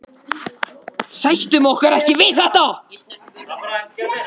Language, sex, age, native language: Icelandic, other, 18-19, Icelandic